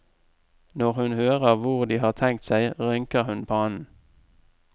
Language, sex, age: Norwegian, male, 44